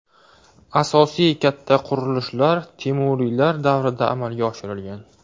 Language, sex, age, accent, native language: Uzbek, male, 18-24, Farg'ona, Uzbek